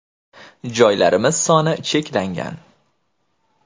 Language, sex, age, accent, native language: Uzbek, male, 25-34, Andijon, Uzbek